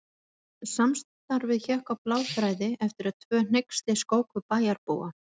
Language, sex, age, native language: Icelandic, female, 40-49, Icelandic